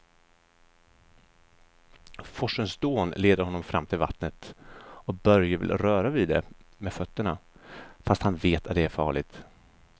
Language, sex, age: Swedish, male, 34